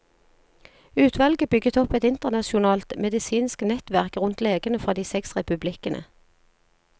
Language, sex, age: Norwegian, female, 40